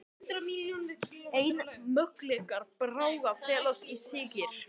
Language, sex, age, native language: Icelandic, male, 18-19, Icelandic